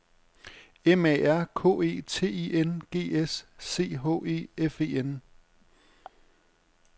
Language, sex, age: Danish, male, 35